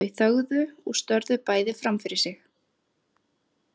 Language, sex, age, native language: Icelandic, female, 30-39, Icelandic